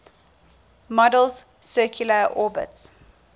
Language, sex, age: English, female, 19